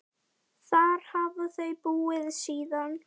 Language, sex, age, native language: Icelandic, female, 10, Icelandic